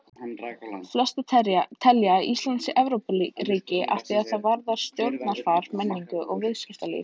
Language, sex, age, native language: Icelandic, female, 18-19, Icelandic